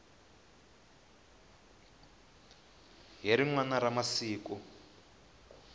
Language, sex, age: Tsonga, male, 20